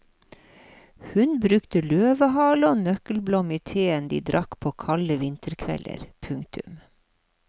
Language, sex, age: Norwegian, female, 53